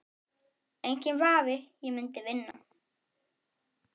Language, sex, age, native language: Icelandic, male, 9, Icelandic